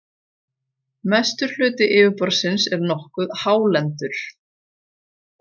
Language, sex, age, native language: Icelandic, female, 40-49, Icelandic